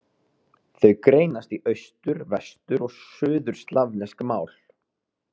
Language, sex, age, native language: Icelandic, male, 30-39, Icelandic